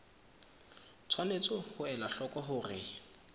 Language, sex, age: Southern Sotho, male, 24